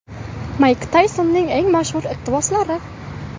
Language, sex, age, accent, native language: Uzbek, female, 19-29, Buxoro, Uzbek